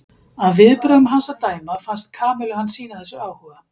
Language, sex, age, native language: Icelandic, female, 50-59, Icelandic